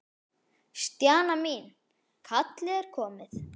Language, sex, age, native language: Icelandic, female, 10, Icelandic